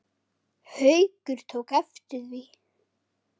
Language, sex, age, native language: Icelandic, male, 9, Icelandic